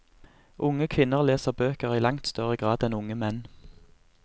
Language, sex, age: Norwegian, male, 24